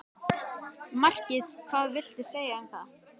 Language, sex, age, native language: Icelandic, male, 12, Icelandic